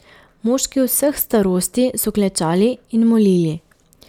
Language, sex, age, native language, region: Slovenian, female, 18-29, Slovenian, Pomurje region